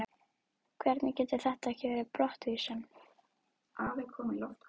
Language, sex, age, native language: Icelandic, female, 12, Icelandic